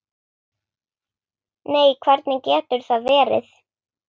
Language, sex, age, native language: Icelandic, female, 8, Icelandic